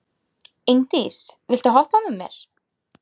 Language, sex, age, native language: Icelandic, female, 30-39, Icelandic